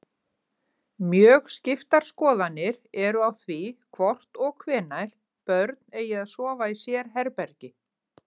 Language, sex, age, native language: Icelandic, female, 50-59, Icelandic